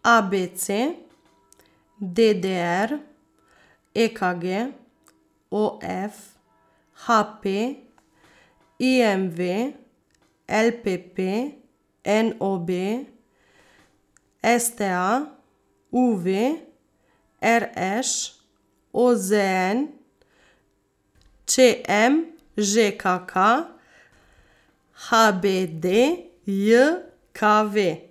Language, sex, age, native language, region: Slovenian, female, 30-49, Slovenian, Savinja region